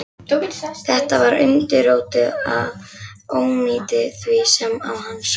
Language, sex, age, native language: Icelandic, female, 11, Icelandic